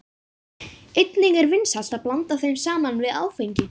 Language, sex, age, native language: Icelandic, female, 50-59, Icelandic